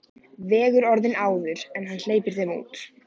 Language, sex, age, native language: Icelandic, male, 14, Icelandic